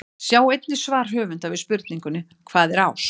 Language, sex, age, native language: Icelandic, female, 60-69, Icelandic